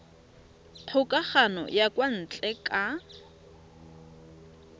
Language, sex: Tswana, female